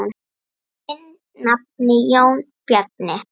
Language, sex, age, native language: Icelandic, female, 9, Icelandic